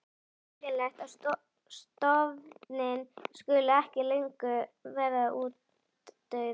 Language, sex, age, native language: Icelandic, female, 11, Icelandic